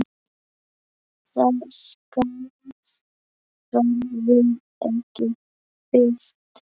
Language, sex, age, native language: Icelandic, male, 9, Icelandic